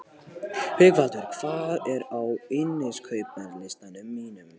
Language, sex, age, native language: Icelandic, male, 18-19, Polish